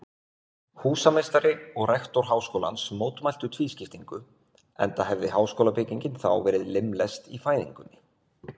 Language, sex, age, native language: Icelandic, male, 20-29, Icelandic